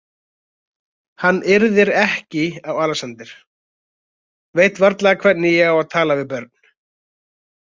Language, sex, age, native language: Icelandic, male, 20-29, Icelandic